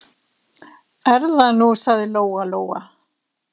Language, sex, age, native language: Icelandic, female, 60-69, Icelandic